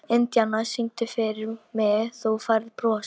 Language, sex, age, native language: Icelandic, female, 18-19, Polish